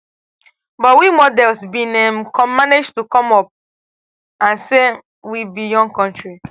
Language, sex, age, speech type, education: Nigerian Pidgin, female, 15-29, spontaneous, tertiary